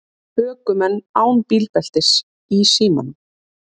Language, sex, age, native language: Icelandic, female, 30-39, Icelandic